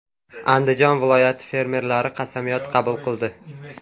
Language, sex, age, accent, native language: Uzbek, male, 18-24, Samarqand, Uzbek